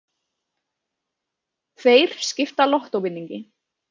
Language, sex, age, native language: Icelandic, female, 30-39, Icelandic